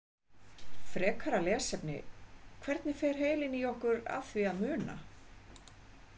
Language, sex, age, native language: Icelandic, female, 50-59, Icelandic